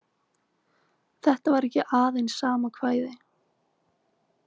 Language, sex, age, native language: Icelandic, female, 20-29, Icelandic